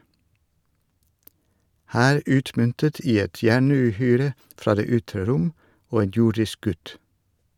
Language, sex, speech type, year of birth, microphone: Norwegian, male, read, 1962, Shure